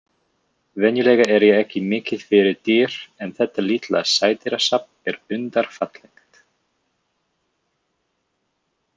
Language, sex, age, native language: Icelandic, male, 20-29, English